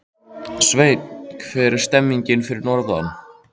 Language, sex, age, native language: Icelandic, male, 13, Icelandic